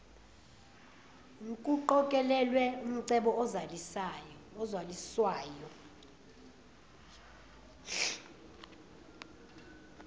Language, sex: Zulu, female